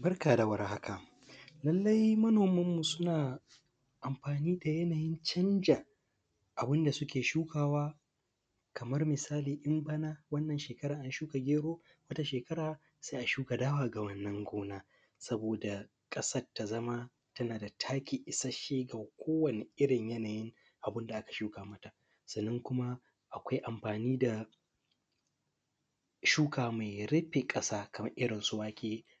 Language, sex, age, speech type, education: Hausa, male, 15-29, spontaneous, primary